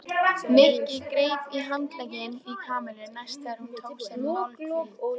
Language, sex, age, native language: Icelandic, female, 20-29, Icelandic